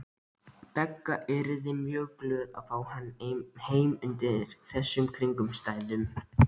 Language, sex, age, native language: Icelandic, male, 13, Icelandic